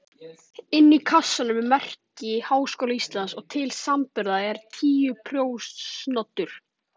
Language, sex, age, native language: Icelandic, male, 18-19, Icelandic